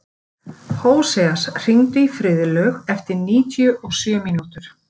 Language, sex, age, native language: Icelandic, female, 50-59, Icelandic